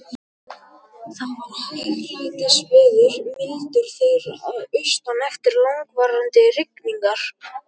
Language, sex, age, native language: Icelandic, male, 12, Icelandic